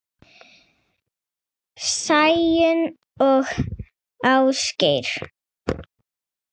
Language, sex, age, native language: Icelandic, female, 6, Icelandic